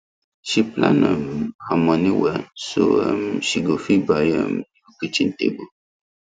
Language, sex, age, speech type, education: Nigerian Pidgin, male, 15-29, spontaneous, tertiary